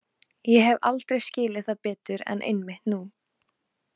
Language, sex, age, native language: Icelandic, female, 20-29, Icelandic